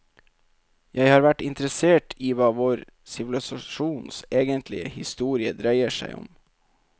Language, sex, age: Norwegian, male, 27